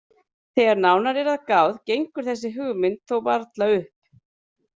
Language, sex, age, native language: Icelandic, female, 30-39, Icelandic